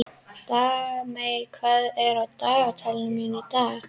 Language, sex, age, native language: Icelandic, female, 30-39, Icelandic